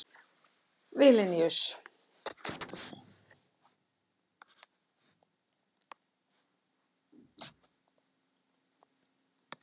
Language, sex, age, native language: Icelandic, female, 60-69, Icelandic